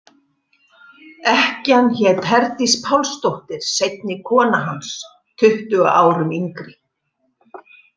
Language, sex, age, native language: Icelandic, female, 50-59, Icelandic